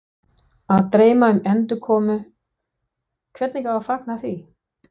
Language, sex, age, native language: Icelandic, female, 60-69, Danish